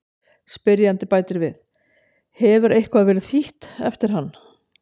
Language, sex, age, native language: Icelandic, female, 60-69, Icelandic